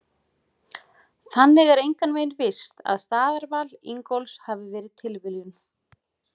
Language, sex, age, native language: Icelandic, female, 40-49, Icelandic